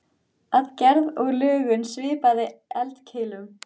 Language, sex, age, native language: Icelandic, female, 14, Icelandic